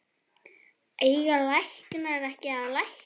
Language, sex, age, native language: Icelandic, female, 9, Icelandic